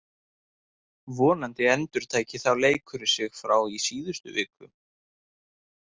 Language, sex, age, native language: Icelandic, male, 30-39, Icelandic